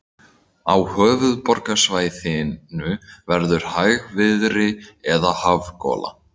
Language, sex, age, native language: Icelandic, male, 18-19, Icelandic